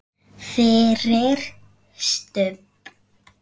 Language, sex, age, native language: Icelandic, female, 6, Icelandic